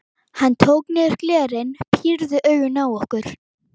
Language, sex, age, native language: Icelandic, female, 11, Icelandic